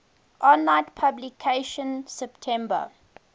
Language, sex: English, female